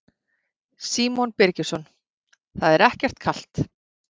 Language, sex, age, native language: Icelandic, female, 40-49, Icelandic